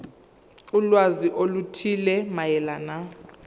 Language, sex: Zulu, female